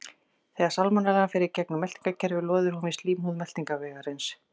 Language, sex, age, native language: Icelandic, female, 40-49, Icelandic